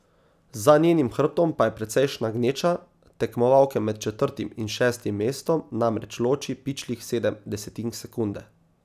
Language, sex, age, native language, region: Slovenian, male, 18-29, Slovenian, Savinja region